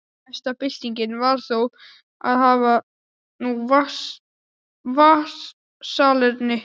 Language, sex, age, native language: Icelandic, male, 12, Icelandic